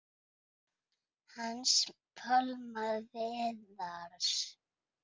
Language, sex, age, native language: Icelandic, female, 5, Icelandic